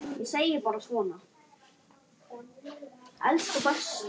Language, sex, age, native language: Icelandic, male, 10, Icelandic